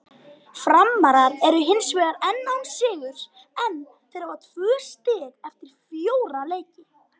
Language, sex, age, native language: Icelandic, female, 50-59, Icelandic